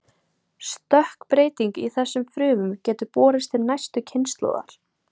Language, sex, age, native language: Icelandic, female, 18-19, Icelandic